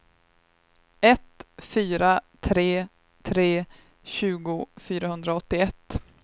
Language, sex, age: Swedish, female, 23